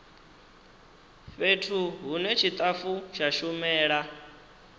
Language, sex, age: Venda, male, 19